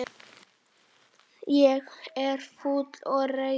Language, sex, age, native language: Icelandic, male, 8, Icelandic